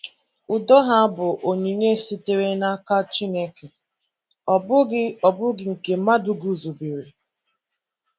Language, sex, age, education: Igbo, female, 15-29, tertiary